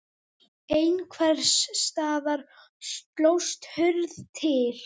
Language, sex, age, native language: Icelandic, female, 18-19, Icelandic